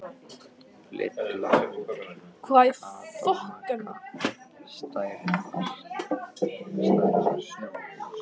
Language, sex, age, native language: Icelandic, male, 13, Icelandic